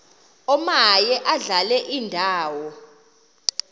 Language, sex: Xhosa, female